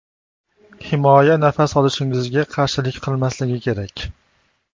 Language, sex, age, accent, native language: Uzbek, male, 25-34, Toshkent shahri, Uzbek